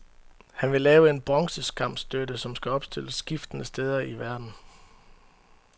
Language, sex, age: Danish, male, 31